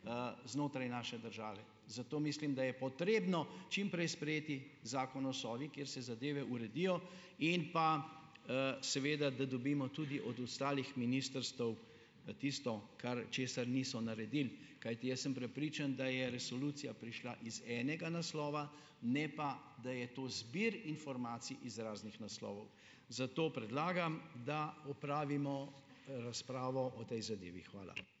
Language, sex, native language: Slovenian, male, Slovenian